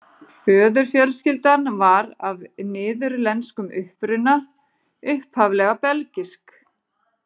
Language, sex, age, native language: Icelandic, female, 40-49, Icelandic